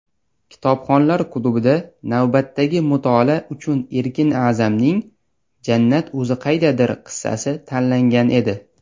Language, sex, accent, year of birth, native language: Uzbek, male, Toshkent shahri, 2002, Uzbek